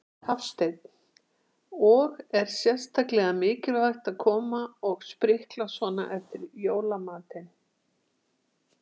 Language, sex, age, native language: Icelandic, female, 60-69, Icelandic